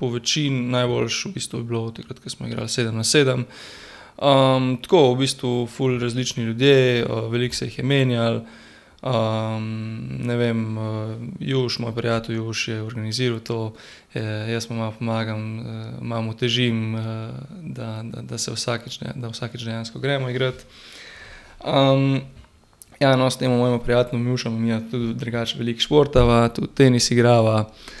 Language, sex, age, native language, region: Slovenian, male, 18-29, Slovenian, Gorenjska region